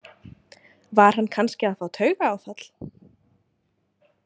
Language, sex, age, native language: Icelandic, female, 20-29, Icelandic